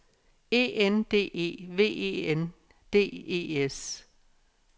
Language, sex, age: Danish, female, 57